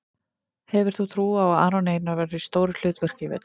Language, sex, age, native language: Icelandic, female, 30-39, Icelandic